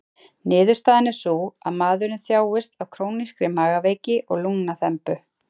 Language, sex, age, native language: Icelandic, female, 30-39, Icelandic